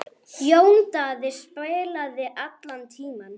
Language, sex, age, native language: Icelandic, female, 9, Icelandic